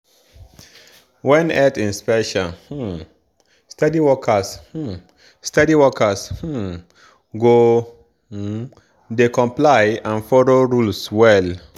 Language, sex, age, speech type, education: Nigerian Pidgin, male, 15-29, spontaneous, tertiary